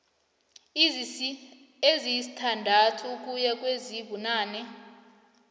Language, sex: South Ndebele, female